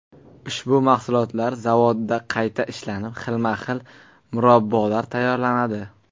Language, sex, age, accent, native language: Uzbek, male, 19-29, Qashqadaryo, Uzbek